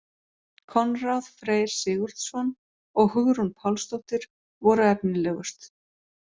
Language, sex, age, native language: Icelandic, female, 40-49, Icelandic